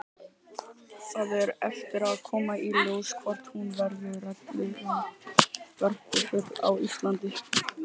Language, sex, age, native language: Icelandic, male, 18-19, Icelandic